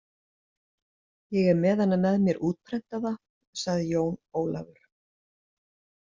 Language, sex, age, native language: Icelandic, female, 60-69, Icelandic